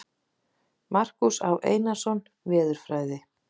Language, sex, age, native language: Icelandic, female, 40-49, Icelandic